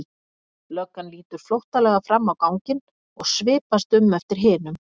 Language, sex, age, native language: Icelandic, female, 50-59, Icelandic